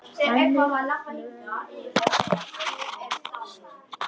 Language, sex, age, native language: Icelandic, female, 10, Icelandic